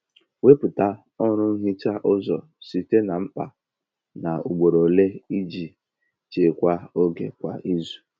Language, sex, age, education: Igbo, male, 15-29, tertiary